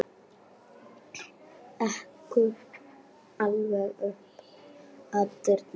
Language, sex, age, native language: Icelandic, female, 9, Icelandic